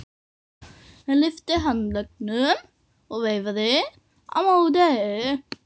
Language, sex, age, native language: Icelandic, female, 18-19, Norwegian